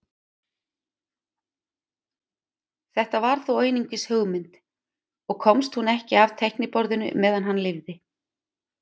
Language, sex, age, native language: Icelandic, female, 50-59, Icelandic